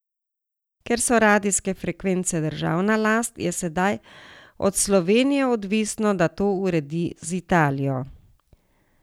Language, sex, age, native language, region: Slovenian, female, 60+, Slovenian, Savinja region